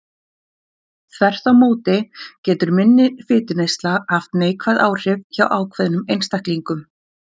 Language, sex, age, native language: Icelandic, female, 40-49, Icelandic